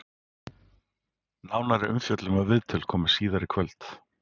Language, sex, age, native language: Icelandic, male, 40-49, Icelandic